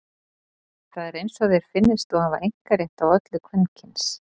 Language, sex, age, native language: Icelandic, female, 40-49, Icelandic